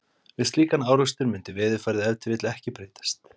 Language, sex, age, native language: Icelandic, male, 30-39, Icelandic